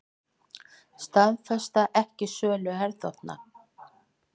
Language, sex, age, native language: Icelandic, female, 50-59, Icelandic